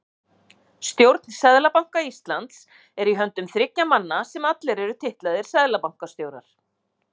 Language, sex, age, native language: Icelandic, female, 50-59, Icelandic